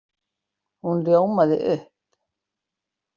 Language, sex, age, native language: Icelandic, female, 60-69, Icelandic